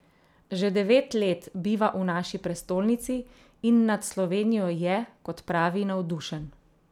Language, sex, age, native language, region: Slovenian, female, 30-49, Slovenian, Central Slovenia